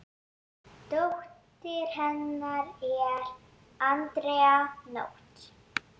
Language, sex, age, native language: Icelandic, female, 7, Icelandic